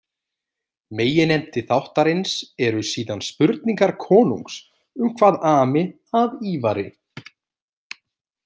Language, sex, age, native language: Icelandic, male, 30-39, Icelandic